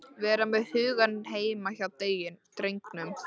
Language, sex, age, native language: Icelandic, female, 13, Icelandic